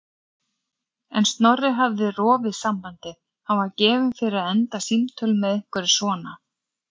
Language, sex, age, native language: Icelandic, female, 40-49, Icelandic